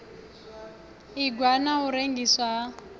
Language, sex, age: Venda, female, 28